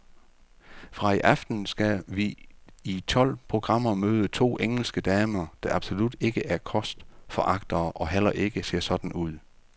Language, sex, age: Danish, male, 48